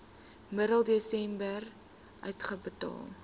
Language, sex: Afrikaans, female